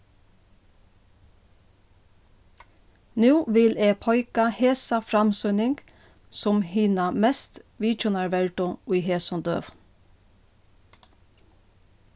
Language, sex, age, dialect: Faroese, female, 36-60, Norðuroyggjar